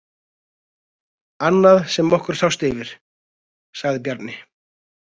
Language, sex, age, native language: Icelandic, male, 20-29, Icelandic